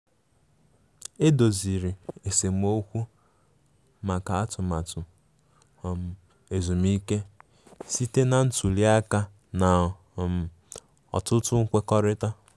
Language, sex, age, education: Igbo, male, 15-29, tertiary